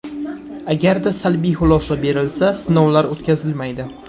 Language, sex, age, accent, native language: Uzbek, male, 18-24, Samarqand, Uzbek